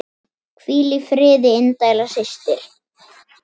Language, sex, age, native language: Icelandic, female, 10, Icelandic